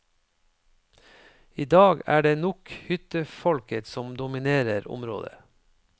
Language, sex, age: Norwegian, male, 53